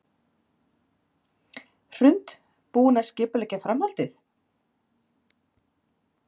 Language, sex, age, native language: Icelandic, female, 40-49, Icelandic